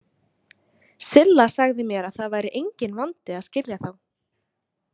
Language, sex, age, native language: Icelandic, female, 20-29, Icelandic